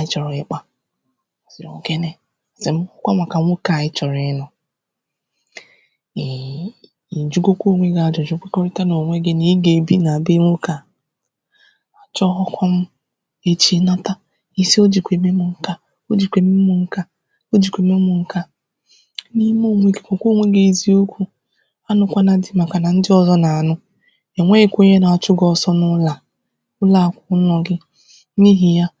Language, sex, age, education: Igbo, female, 15-29, tertiary